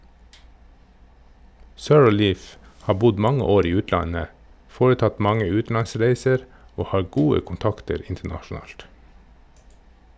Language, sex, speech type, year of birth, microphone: Norwegian, male, read, 1969, Shure